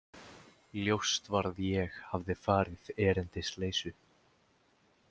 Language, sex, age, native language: Icelandic, male, 18-19, Icelandic